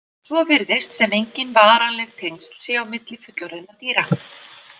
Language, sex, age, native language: Icelandic, female, 40-49, Icelandic